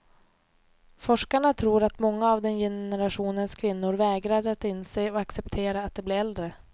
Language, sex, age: Swedish, female, 28